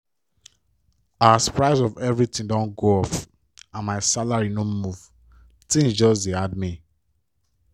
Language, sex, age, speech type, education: Nigerian Pidgin, male, 15-29, spontaneous, tertiary